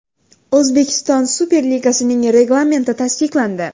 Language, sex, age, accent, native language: Uzbek, female, 19-29, Xorazm, Uzbek